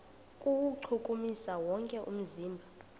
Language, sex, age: Xhosa, female, 26